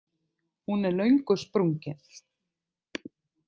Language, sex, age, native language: Icelandic, other, 50-59, Icelandic